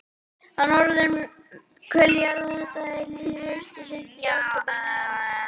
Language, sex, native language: Icelandic, male, Icelandic